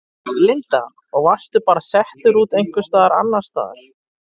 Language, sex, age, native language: Icelandic, male, 30-39, Icelandic